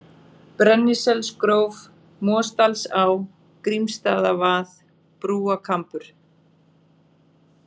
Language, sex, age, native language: Icelandic, female, 40-49, Icelandic